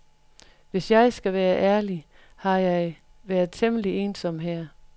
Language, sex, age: Danish, female, 43